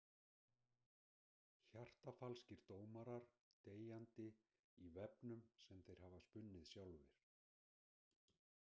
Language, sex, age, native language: Icelandic, female, 60-69, Icelandic